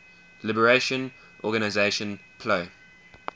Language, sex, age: English, male, 20